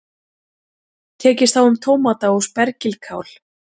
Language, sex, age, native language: Icelandic, female, 40-49, Icelandic